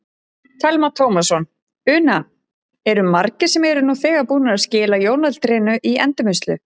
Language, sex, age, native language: Icelandic, female, 30-39, Icelandic